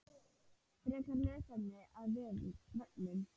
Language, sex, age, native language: Icelandic, female, 10, Icelandic